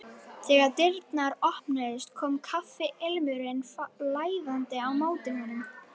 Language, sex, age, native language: Icelandic, female, 12, Icelandic